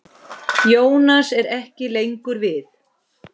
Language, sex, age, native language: Icelandic, female, 10, Icelandic